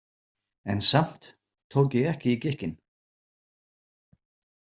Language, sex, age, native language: Icelandic, male, 40-49, Icelandic